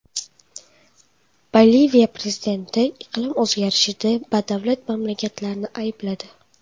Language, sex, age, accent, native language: Uzbek, female, 12-17, Toshkent shahri, Uzbek